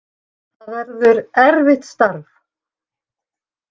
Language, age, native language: Icelandic, 60-69, Icelandic